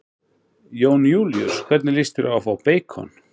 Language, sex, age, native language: Icelandic, male, 40-49, Icelandic